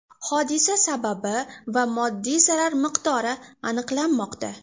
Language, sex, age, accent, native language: Uzbek, female, 12-17, Farg'ona, Uzbek